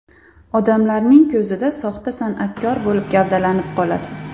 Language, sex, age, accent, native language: Uzbek, female, 25-34, Andijon, Uzbek